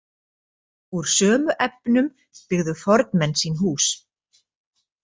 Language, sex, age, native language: Icelandic, female, 40-49, Icelandic